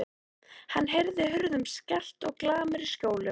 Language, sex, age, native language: Icelandic, female, 13, Icelandic